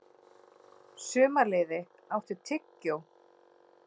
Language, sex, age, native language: Icelandic, female, 40-49, Icelandic